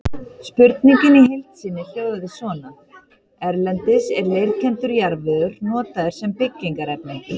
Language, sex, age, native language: Icelandic, female, 30-39, Icelandic